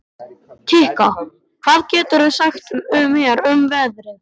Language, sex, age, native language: Icelandic, male, 12, Icelandic